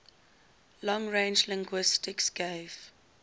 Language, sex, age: English, female, 19